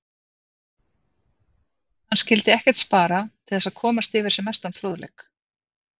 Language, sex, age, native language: Icelandic, female, 50-59, Icelandic